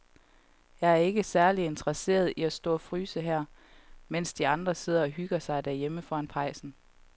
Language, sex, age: Danish, female, 31